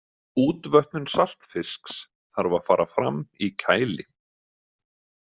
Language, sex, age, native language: Icelandic, male, 30-39, Icelandic